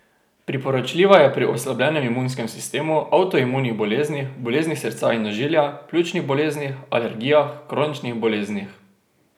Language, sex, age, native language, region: Slovenian, male, 18-29, Slovenian, Drava region